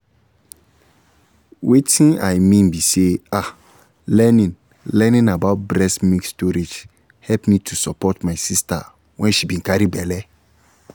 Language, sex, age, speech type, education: Nigerian Pidgin, male, 15-29, spontaneous, tertiary